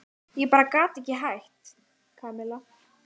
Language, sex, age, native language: Icelandic, male, 14, Icelandic